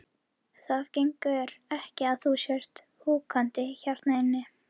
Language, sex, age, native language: Icelandic, female, 11, Icelandic